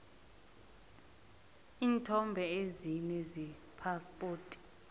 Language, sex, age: South Ndebele, female, 21